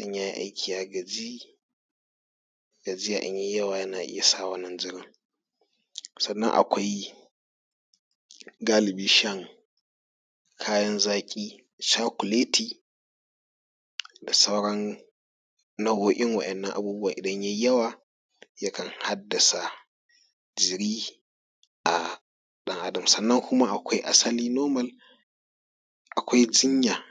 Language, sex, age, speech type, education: Hausa, male, 30-45, spontaneous, tertiary